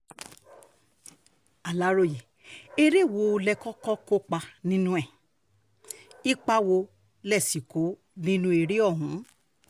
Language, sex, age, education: Yoruba, female, 30-45, tertiary